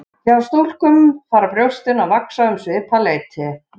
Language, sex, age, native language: Icelandic, male, 11, Icelandic